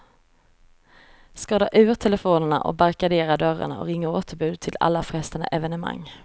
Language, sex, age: Swedish, female, 34